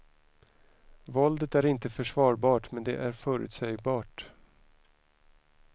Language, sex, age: Swedish, male, 41